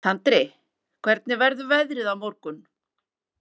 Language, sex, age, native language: Icelandic, female, 40-49, Icelandic